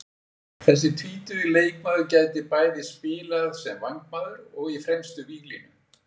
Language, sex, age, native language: Icelandic, male, 60-69, Icelandic